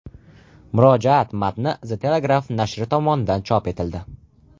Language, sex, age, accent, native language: Uzbek, male, under 19, Farg'ona, Uzbek